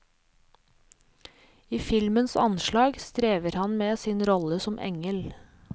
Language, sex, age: Norwegian, female, 37